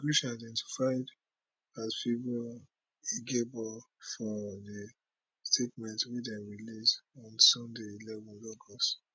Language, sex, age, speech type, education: Nigerian Pidgin, male, 30-45, spontaneous, tertiary